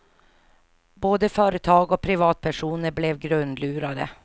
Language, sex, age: Swedish, female, 49